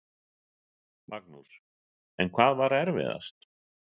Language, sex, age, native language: Icelandic, male, 60-69, Icelandic